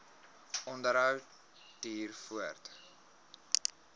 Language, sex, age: Afrikaans, male, 21